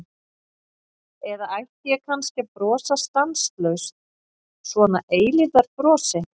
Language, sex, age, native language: Icelandic, female, 40-49, Icelandic